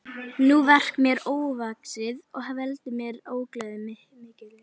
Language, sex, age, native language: Icelandic, female, 11, Icelandic